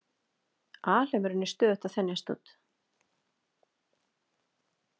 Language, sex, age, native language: Icelandic, female, 40-49, Icelandic